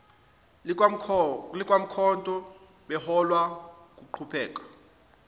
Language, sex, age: Zulu, male, 25